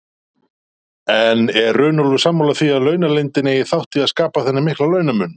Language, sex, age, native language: Icelandic, male, 40-49, Icelandic